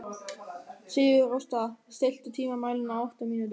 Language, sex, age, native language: Icelandic, male, 13, German